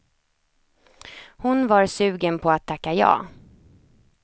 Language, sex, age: Swedish, female, 28